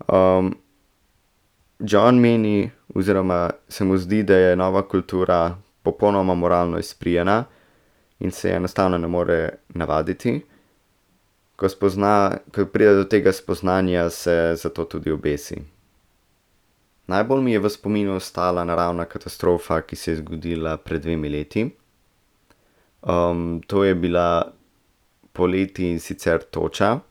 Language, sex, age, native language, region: Slovenian, male, 18-29, Slovenian, Central Slovenia